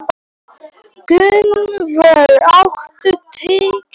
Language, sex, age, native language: Icelandic, male, 18-19, Polish